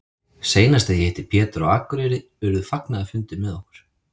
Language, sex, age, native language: Icelandic, male, 30-39, Icelandic